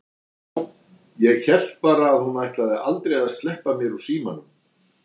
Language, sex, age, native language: Icelandic, male, 60-69, Icelandic